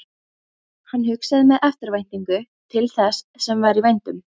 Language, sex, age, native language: Icelandic, female, 14, Icelandic